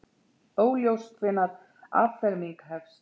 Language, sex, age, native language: Icelandic, female, 40-49, Icelandic